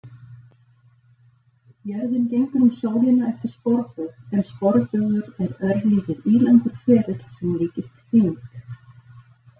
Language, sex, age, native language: Icelandic, female, 40-49, Icelandic